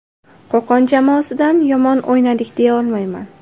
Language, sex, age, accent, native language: Uzbek, female, 18-24, Andijon, Uzbek